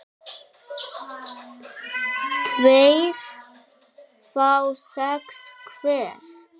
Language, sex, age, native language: Icelandic, male, 7, Icelandic